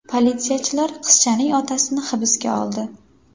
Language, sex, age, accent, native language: Uzbek, female, 18-24, Samarqand, Uzbek